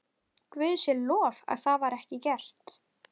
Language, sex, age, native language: Icelandic, female, 11, Icelandic